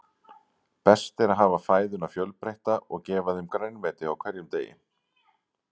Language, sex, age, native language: Icelandic, male, 40-49, Icelandic